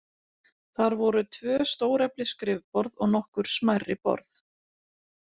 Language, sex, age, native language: Icelandic, female, 40-49, Icelandic